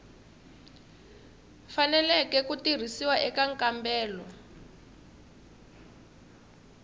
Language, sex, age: Tsonga, female, 23